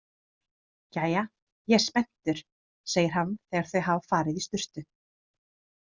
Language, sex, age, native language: Icelandic, female, 30-39, Icelandic